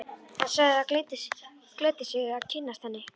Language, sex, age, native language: Icelandic, female, 11, Icelandic